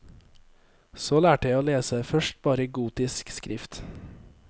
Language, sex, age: Norwegian, male, 23